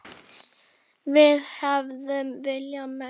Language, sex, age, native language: Icelandic, male, 8, Icelandic